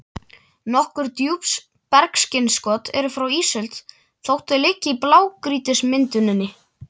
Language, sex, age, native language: Icelandic, male, 12, Icelandic